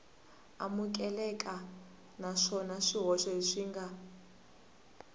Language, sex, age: Tsonga, female, 18